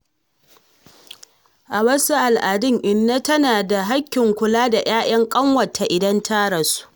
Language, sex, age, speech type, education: Hausa, female, 30-45, read, secondary